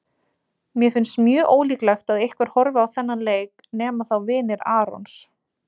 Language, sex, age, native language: Icelandic, female, 20-29, Icelandic